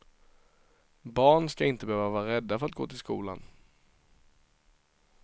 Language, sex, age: Swedish, male, 23